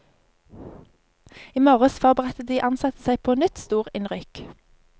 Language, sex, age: Norwegian, female, 25